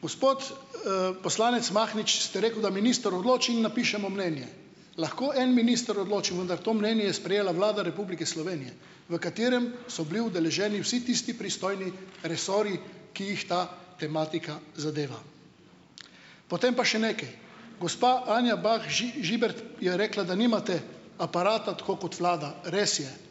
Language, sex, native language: Slovenian, male, Slovenian